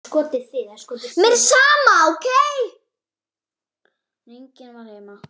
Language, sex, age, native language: Icelandic, female, 9, Icelandic